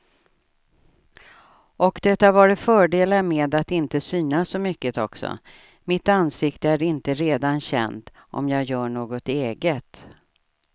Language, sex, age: Swedish, female, 67